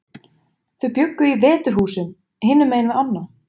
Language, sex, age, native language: Icelandic, male, 20-29, Icelandic